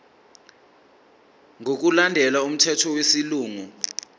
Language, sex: Zulu, male